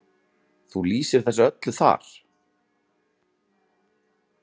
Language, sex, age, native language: Icelandic, male, 30-39, Icelandic